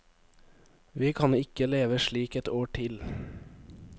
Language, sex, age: Norwegian, male, 23